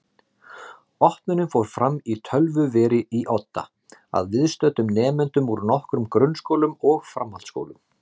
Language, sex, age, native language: Icelandic, male, 30-39, Icelandic